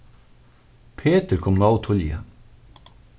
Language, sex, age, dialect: Faroese, male, 36-60, Suðurstreymoy